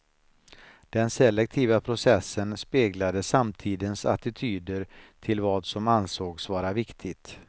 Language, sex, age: Swedish, male, 49